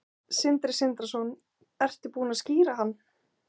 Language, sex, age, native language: Icelandic, female, 20-29, Icelandic